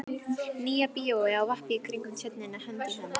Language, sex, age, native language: Icelandic, female, 11, Icelandic